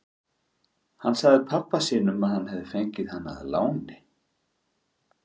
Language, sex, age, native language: Icelandic, male, 40-49, Icelandic